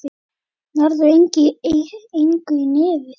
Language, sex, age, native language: Icelandic, male, 8, Icelandic